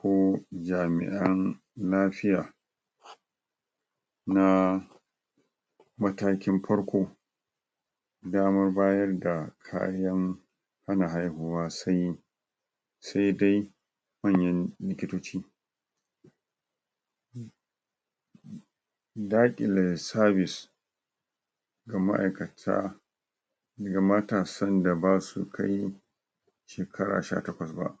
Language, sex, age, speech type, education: Hausa, male, 46-60, spontaneous, tertiary